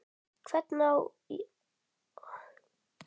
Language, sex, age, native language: Icelandic, male, 10, Icelandic